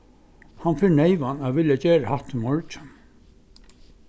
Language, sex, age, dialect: Faroese, male, 61+, Suðurstreymoy